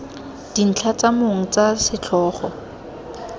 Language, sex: Tswana, female